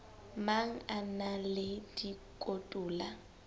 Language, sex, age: Southern Sotho, female, 19